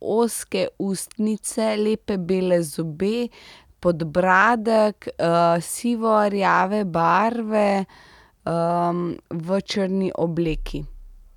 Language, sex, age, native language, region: Slovenian, female, 30-49, Slovenian, Central Slovenia